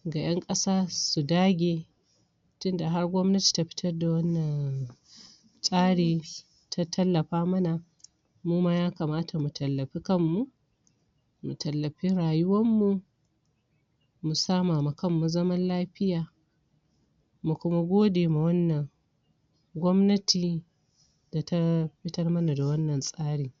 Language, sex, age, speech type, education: Hausa, female, 46-60, spontaneous, tertiary